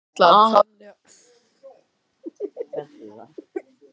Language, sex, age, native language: Icelandic, male, 12, Icelandic